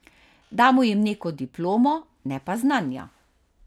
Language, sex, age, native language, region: Slovenian, female, 50-59, Slovenian, Carinthia region